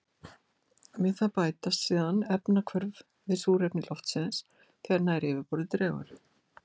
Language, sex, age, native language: Icelandic, female, 60-69, Icelandic